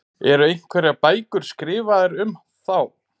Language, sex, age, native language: Icelandic, male, 30-39, Icelandic